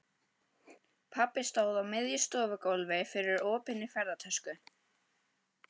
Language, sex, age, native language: Icelandic, female, 12, Icelandic